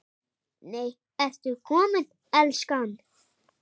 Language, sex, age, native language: Icelandic, male, 7, Icelandic